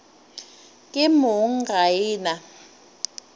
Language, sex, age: Northern Sotho, female, 30